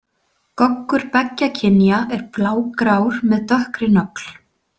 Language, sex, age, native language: Icelandic, female, 40-49, Icelandic